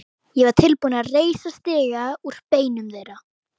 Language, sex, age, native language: Icelandic, female, 11, Icelandic